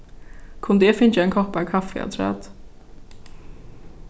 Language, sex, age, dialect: Faroese, female, 15-35, Suðurstreymoy